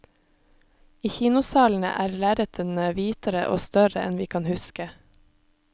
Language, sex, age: Norwegian, female, 26